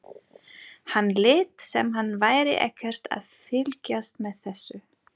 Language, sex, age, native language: Icelandic, female, 40-49, German